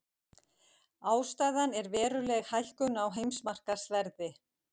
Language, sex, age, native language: Icelandic, female, 50-59, Icelandic